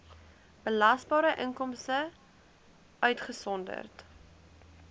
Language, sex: Afrikaans, female